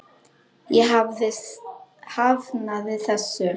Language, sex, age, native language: Icelandic, female, 10, Polish